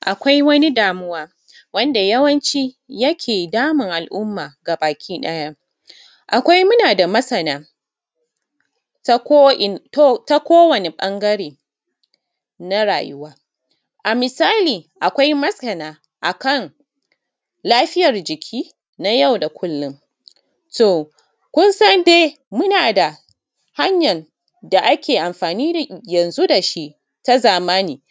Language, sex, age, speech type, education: Hausa, female, 15-29, spontaneous, tertiary